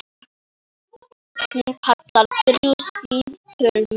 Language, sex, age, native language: Icelandic, female, 9, Icelandic